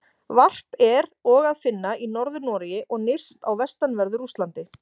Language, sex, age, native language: Icelandic, female, 40-49, Icelandic